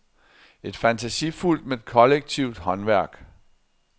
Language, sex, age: Danish, male, 60